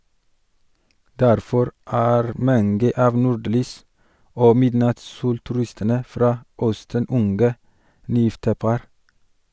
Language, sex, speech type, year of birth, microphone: Norwegian, male, read, 1983, Sennheiser